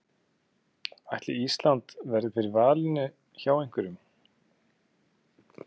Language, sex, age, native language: Icelandic, male, 30-39, Icelandic